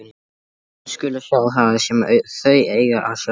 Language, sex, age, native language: Icelandic, male, 14, Icelandic